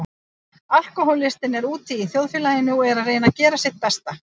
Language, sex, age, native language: Icelandic, female, 50-59, Icelandic